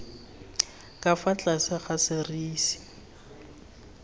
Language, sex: Tswana, male